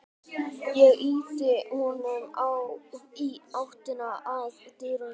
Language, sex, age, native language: Icelandic, male, 12, Icelandic